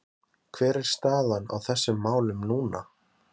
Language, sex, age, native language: Icelandic, male, 20-29, Icelandic